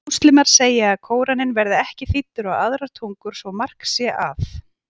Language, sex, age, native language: Icelandic, female, 40-49, Icelandic